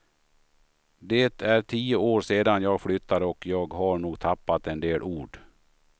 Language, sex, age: Swedish, male, 53